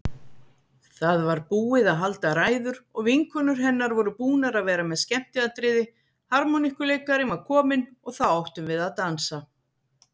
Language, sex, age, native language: Icelandic, female, 50-59, Icelandic